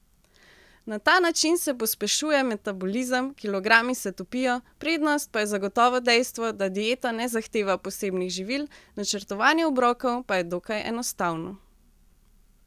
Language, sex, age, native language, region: Slovenian, female, 18-29, Slovenian, Central Slovenia